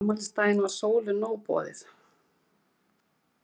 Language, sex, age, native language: Icelandic, female, 50-59, Icelandic